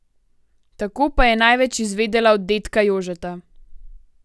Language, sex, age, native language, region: Slovenian, female, 18-29, Slovenian, Gorenjska region